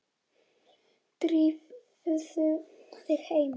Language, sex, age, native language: Icelandic, female, 8, Icelandic